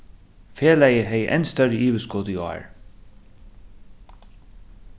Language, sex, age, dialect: Faroese, male, 36-60, Suðurstreymoy